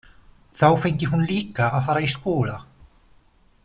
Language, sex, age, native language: Icelandic, male, 20-29, Polish